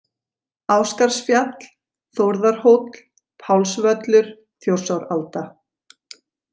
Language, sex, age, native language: Icelandic, female, 40-49, Icelandic